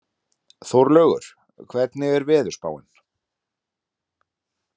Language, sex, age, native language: Icelandic, male, 30-39, Icelandic